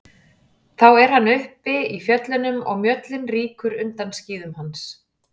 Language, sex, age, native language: Icelandic, female, 40-49, Icelandic